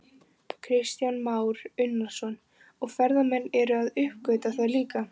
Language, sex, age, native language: Icelandic, female, 15, Icelandic